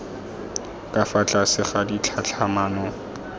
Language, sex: Tswana, male